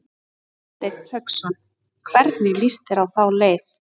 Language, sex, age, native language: Icelandic, female, 30-39, Icelandic